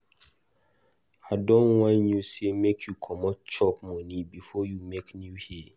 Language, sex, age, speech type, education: Nigerian Pidgin, male, 15-29, read, tertiary